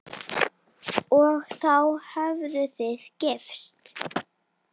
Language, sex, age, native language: Icelandic, female, 7, Icelandic